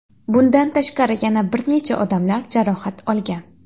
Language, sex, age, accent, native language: Uzbek, female, 19-29, Xorazm, Uzbek